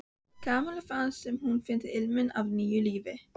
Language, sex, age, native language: Icelandic, female, 15, Icelandic